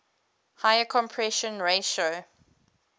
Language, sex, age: English, female, 22